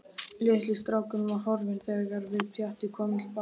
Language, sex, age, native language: Icelandic, female, 12, Icelandic